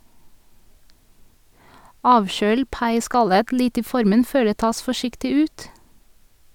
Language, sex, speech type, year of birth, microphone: Norwegian, female, read, 1982, Sennheiser